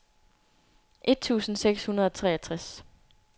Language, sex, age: Danish, female, 24